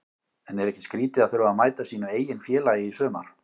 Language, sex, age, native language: Icelandic, male, 18-19, Icelandic